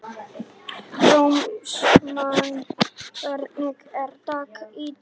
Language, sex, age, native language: Icelandic, male, 18-19, Icelandic